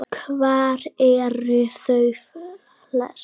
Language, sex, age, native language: Icelandic, female, 9, Icelandic